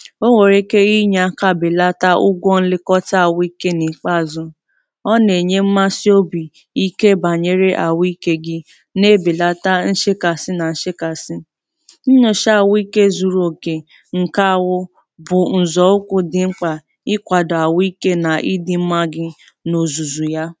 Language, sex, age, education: Igbo, female, 15-29, tertiary